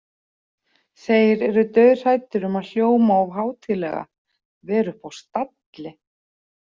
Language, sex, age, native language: Icelandic, female, 40-49, Icelandic